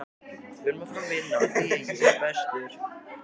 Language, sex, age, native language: Icelandic, male, 14, Icelandic